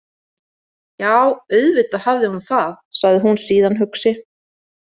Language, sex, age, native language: Icelandic, female, 40-49, Icelandic